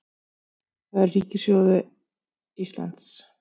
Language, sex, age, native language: Icelandic, female, 50-59, Icelandic